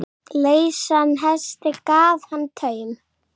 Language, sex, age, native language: Icelandic, female, 7, Icelandic